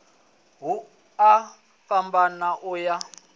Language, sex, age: Venda, male, 20